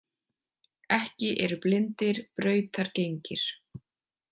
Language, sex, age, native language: Icelandic, female, 20-29, Icelandic